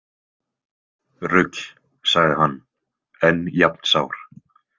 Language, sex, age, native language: Icelandic, male, 20-29, Icelandic